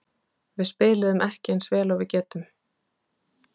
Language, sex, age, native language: Icelandic, female, 30-39, Icelandic